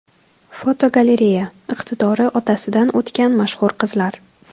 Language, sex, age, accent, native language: Uzbek, female, 18-24, Toshkent viloyati, Tajik